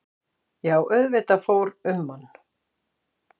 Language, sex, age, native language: Icelandic, female, 40-49, Icelandic